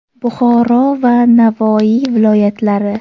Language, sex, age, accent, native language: Uzbek, male, under 19, Farg'ona, Uzbek